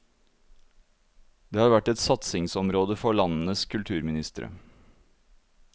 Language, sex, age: Norwegian, male, 52